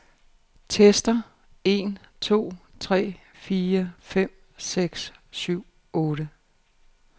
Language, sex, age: Danish, female, 49